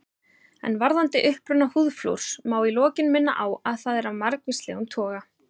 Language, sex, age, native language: Icelandic, female, 30-39, Icelandic